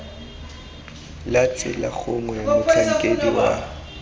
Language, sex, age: Tswana, male, 23